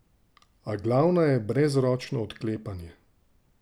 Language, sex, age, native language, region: Slovenian, male, 30-49, Slovenian, Drava region